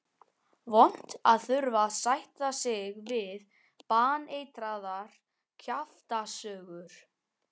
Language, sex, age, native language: Icelandic, male, 12, Icelandic